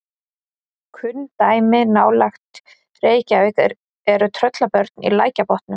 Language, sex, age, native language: Icelandic, female, 30-39, Icelandic